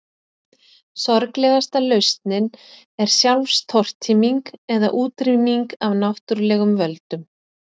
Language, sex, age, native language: Icelandic, female, 40-49, Icelandic